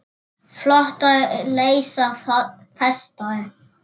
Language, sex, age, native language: Icelandic, male, 7, Icelandic